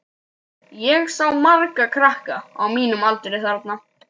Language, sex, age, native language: Icelandic, male, 12, Icelandic